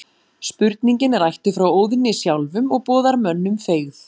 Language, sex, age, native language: Icelandic, female, 40-49, Icelandic